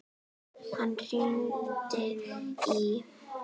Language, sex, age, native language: Icelandic, female, 8, Icelandic